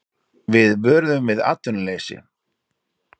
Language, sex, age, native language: Icelandic, male, 40-49, Icelandic